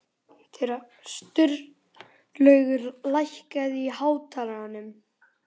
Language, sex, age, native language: Icelandic, male, 11, Icelandic